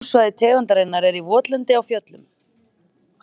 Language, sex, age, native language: Icelandic, female, 30-39, Icelandic